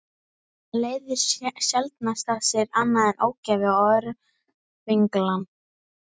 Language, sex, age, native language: Icelandic, female, 11, Icelandic